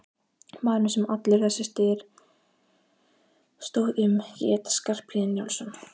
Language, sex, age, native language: Icelandic, female, 15, Icelandic